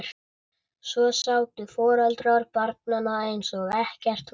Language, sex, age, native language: Icelandic, male, 11, Icelandic